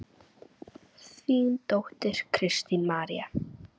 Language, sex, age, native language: Icelandic, female, 9, Icelandic